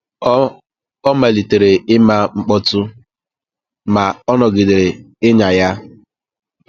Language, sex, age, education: Igbo, male, 15-29, tertiary